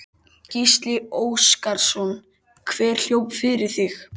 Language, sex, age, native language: Icelandic, male, 13, Icelandic